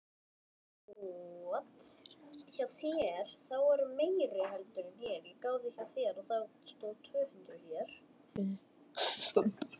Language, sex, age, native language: Icelandic, male, 10, Icelandic